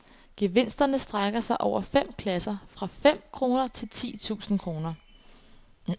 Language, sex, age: Danish, female, 21